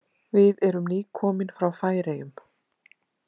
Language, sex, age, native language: Icelandic, female, 30-39, Icelandic